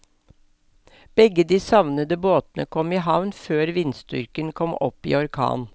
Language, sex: Norwegian, female